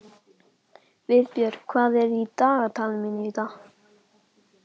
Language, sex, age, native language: Icelandic, male, 11, Icelandic